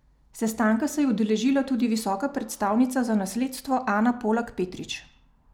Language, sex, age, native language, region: Slovenian, female, 30-49, Slovenian, Savinja region